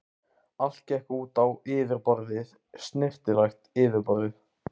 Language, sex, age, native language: Icelandic, male, 15, Icelandic